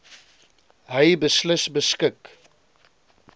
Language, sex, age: Afrikaans, male, 20